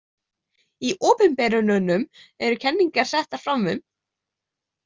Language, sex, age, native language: Icelandic, female, 20-29, Icelandic